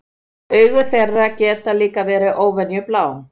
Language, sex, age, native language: Icelandic, female, 40-49, Icelandic